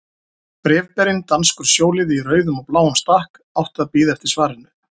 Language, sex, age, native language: Icelandic, male, 40-49, Icelandic